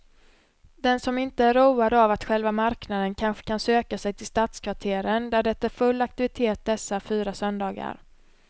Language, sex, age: Swedish, female, 26